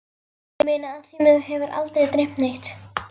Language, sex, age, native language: Icelandic, female, 11, Icelandic